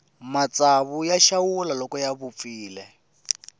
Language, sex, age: Tsonga, male, 18